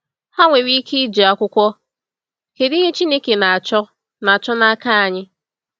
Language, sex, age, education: Igbo, female, 15-29, tertiary